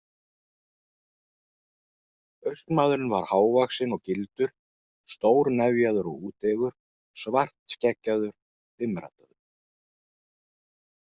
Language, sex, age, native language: Icelandic, male, 40-49, Icelandic